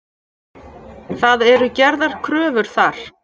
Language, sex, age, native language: Icelandic, female, 50-59, Icelandic